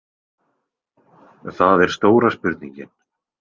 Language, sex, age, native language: Icelandic, male, 20-29, Icelandic